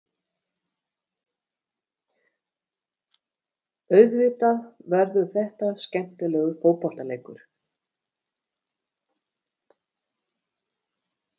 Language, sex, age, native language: Icelandic, female, 50-59, Icelandic